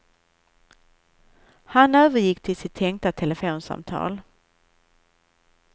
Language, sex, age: Swedish, female, 41